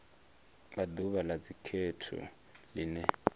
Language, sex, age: Venda, male, 23